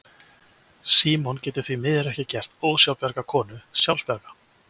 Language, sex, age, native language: Icelandic, male, 20-29, Icelandic